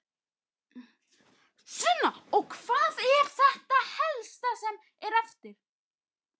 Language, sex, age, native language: Icelandic, male, 12, Icelandic